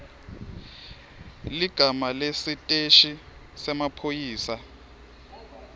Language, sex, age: Swati, male, 23